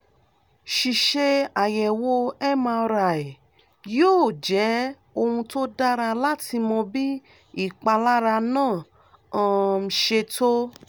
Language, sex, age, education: Yoruba, female, 30-45, tertiary